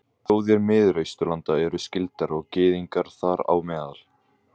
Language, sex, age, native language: Icelandic, male, 18-19, Icelandic